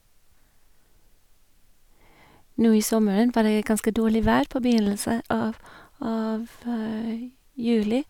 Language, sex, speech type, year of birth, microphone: Norwegian, female, spontaneous, 1961, Sennheiser